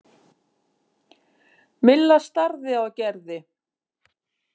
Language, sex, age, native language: Icelandic, female, 50-59, Icelandic